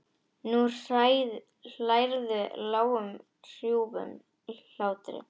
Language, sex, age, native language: Icelandic, female, 10, Icelandic